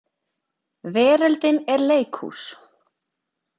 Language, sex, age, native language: Icelandic, female, 30-39, Icelandic